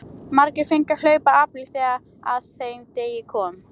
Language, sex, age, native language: Icelandic, female, 13, Icelandic